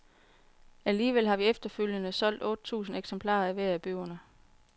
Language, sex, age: Danish, female, 40